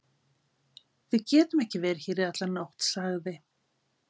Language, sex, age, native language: Icelandic, female, 50-59, Icelandic